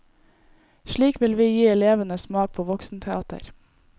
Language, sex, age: Norwegian, female, 18